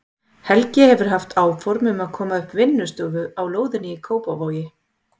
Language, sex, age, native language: Icelandic, female, 40-49, Icelandic